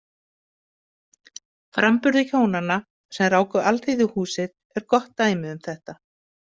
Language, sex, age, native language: Icelandic, female, 50-59, Icelandic